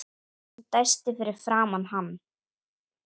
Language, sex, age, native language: Icelandic, female, 8, Icelandic